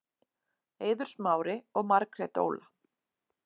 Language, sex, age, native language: Icelandic, female, 40-49, Icelandic